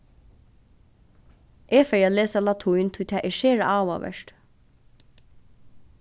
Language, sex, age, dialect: Faroese, female, 15-35, Norðuroyggjar